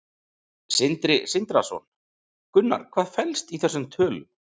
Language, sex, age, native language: Icelandic, male, 40-49, Icelandic